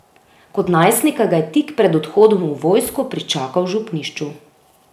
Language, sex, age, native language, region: Slovenian, female, 30-49, Slovenian, Drava region